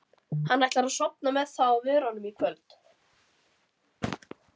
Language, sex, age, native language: Icelandic, female, 13, Icelandic